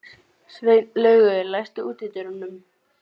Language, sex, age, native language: Icelandic, female, 12, Icelandic